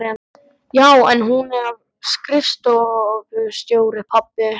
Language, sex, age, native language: Icelandic, male, 12, Icelandic